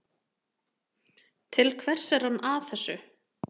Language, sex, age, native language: Icelandic, female, 30-39, Icelandic